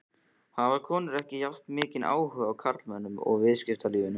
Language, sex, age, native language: Icelandic, female, 14, Icelandic